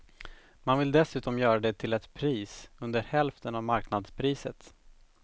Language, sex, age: Swedish, male, 17